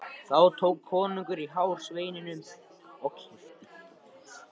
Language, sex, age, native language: Icelandic, male, 14, Icelandic